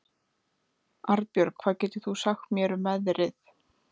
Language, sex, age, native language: Icelandic, female, 20-29, Icelandic